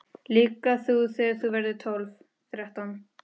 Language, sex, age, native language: Icelandic, female, 13, Spanish